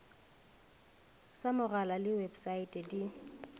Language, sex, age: Northern Sotho, female, 21